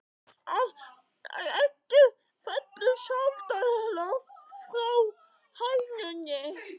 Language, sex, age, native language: Icelandic, male, 13, Icelandic